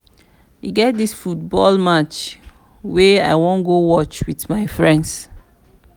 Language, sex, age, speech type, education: Nigerian Pidgin, female, 30-45, spontaneous, tertiary